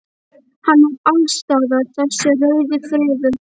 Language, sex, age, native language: Icelandic, female, 11, Icelandic